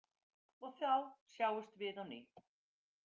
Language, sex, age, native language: Icelandic, female, 50-59, Icelandic